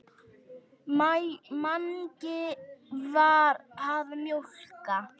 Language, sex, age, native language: Icelandic, female, 9, Icelandic